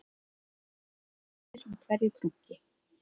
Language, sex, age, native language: Icelandic, female, 30-39, Icelandic